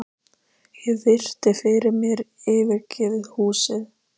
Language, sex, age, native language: Icelandic, female, 13, Icelandic